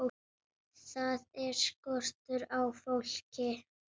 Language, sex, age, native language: Icelandic, female, 7, Icelandic